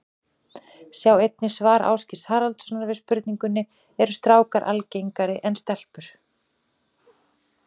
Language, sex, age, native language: Icelandic, female, 40-49, Icelandic